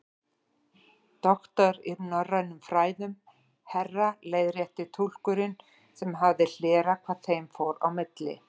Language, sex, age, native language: Icelandic, female, 40-49, Icelandic